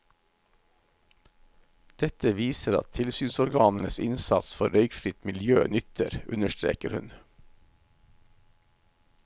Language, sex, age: Norwegian, male, 51